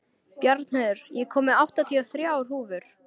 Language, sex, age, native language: Icelandic, female, 13, Icelandic